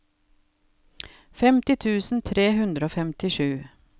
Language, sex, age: Norwegian, female, 52